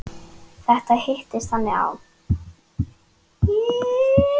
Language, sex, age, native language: Icelandic, female, 10, Icelandic